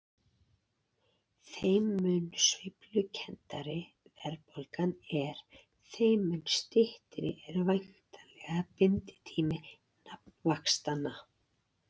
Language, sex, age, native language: Icelandic, female, 40-49, Icelandic